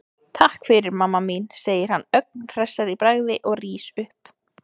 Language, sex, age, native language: Icelandic, female, 20-29, Icelandic